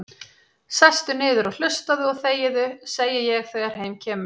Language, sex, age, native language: Icelandic, female, 30-39, Icelandic